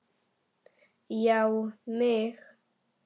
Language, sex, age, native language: Icelandic, female, 10, Icelandic